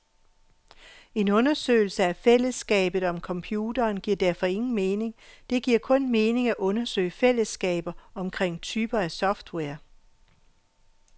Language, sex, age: Danish, female, 48